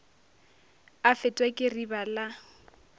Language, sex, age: Northern Sotho, female, 23